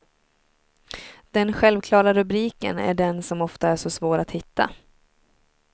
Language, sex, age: Swedish, female, 23